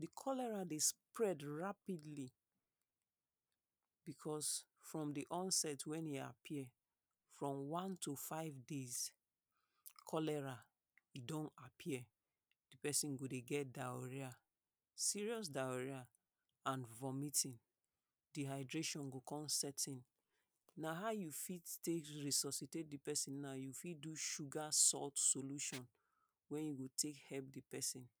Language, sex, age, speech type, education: Nigerian Pidgin, female, 30-45, spontaneous, secondary